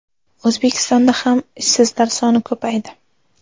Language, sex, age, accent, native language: Uzbek, female, 18-24, Surxondaryo, Uzbek